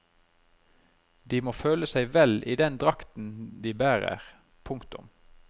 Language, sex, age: Norwegian, male, 33